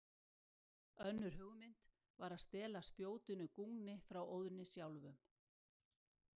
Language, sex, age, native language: Icelandic, female, 60-69, Icelandic